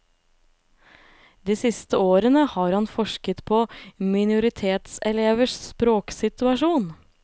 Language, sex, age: Norwegian, female, 25